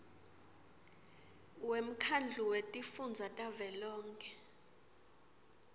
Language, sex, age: Swati, female, 26